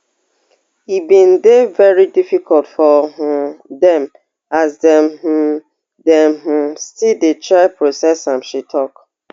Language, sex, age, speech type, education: Nigerian Pidgin, female, 30-45, spontaneous, tertiary